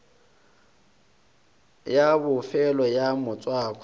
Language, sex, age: Northern Sotho, male, 22